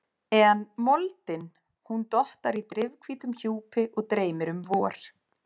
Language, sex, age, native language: Icelandic, female, 30-39, Icelandic